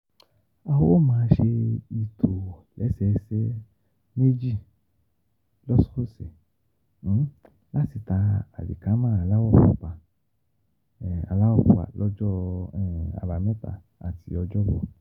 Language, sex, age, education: Yoruba, male, 15-29, tertiary